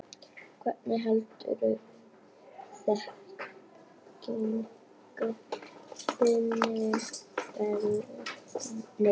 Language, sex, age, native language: Icelandic, female, 9, Icelandic